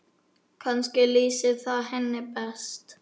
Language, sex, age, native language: Icelandic, male, 9, Icelandic